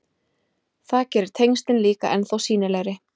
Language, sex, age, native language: Icelandic, female, 20-29, Icelandic